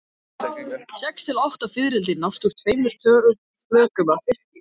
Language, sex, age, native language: Icelandic, male, 13, Icelandic